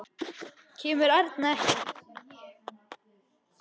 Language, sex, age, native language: Icelandic, male, 10, Icelandic